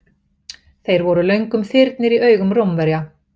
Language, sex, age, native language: Icelandic, female, 50-59, Icelandic